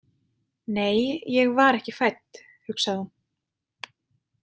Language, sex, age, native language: Icelandic, female, 20-29, Icelandic